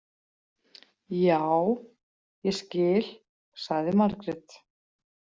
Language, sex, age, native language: Icelandic, female, 40-49, Icelandic